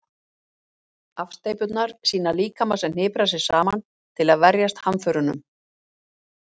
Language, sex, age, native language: Icelandic, female, 50-59, Icelandic